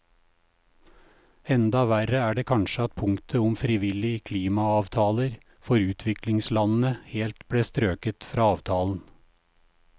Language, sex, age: Norwegian, male, 56